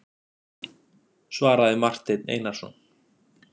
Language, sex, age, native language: Icelandic, male, 40-49, Icelandic